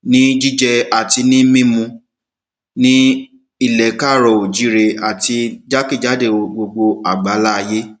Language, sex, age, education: Yoruba, male, 15-29, tertiary